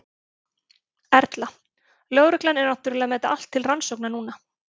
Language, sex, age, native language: Icelandic, female, 30-39, Icelandic